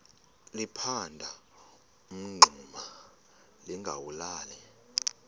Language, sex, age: Xhosa, male, 32